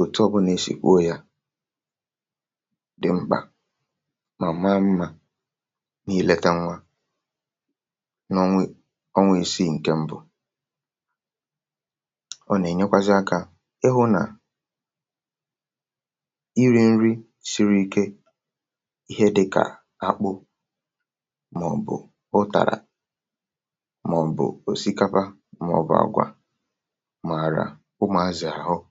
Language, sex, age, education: Igbo, male, 30-45, tertiary